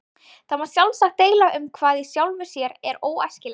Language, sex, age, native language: Icelandic, female, 20-29, Icelandic